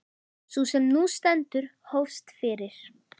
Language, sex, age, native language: Icelandic, female, 13, Icelandic